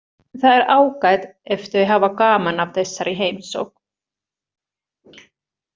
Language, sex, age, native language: Icelandic, female, 30-39, Finnish